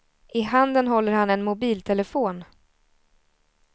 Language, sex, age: Swedish, female, 20